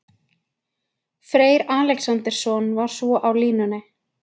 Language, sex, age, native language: Icelandic, female, 20-29, Icelandic